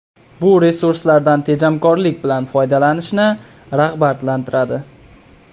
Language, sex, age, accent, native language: Uzbek, male, 18-24, Qoraqalpog'iston, Uzbek